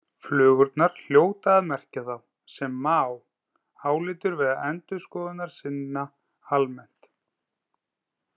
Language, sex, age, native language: Icelandic, male, 30-39, Icelandic